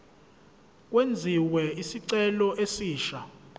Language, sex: Zulu, male